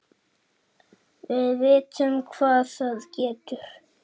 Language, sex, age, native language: Icelandic, male, 7, Icelandic